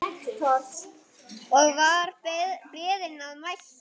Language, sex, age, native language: Icelandic, male, 8, Icelandic